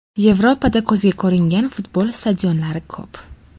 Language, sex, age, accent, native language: Uzbek, female, 12-17, Farg'ona, Uzbek